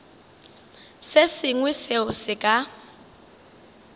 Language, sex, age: Northern Sotho, female, 24